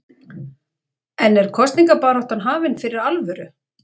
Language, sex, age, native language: Icelandic, female, 40-49, Icelandic